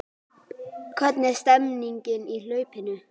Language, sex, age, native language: Icelandic, female, 12, Icelandic